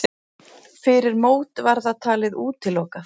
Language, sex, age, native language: Icelandic, female, 40-49, Icelandic